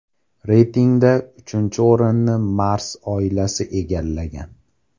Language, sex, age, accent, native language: Uzbek, male, 18-24, Farg'ona, Uzbek